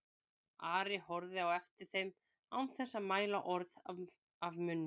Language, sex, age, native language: Icelandic, female, 20-29, Icelandic